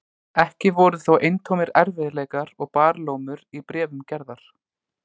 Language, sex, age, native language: Icelandic, male, 20-29, Icelandic